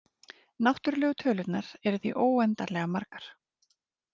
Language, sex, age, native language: Icelandic, female, 30-39, Icelandic